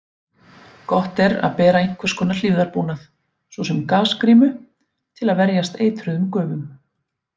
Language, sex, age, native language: Icelandic, female, 40-49, Icelandic